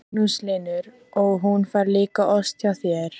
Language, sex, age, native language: Icelandic, female, 14, Icelandic